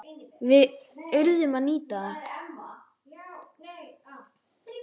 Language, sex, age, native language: Icelandic, female, 10, Icelandic